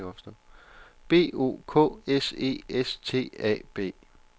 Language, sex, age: Danish, male, 29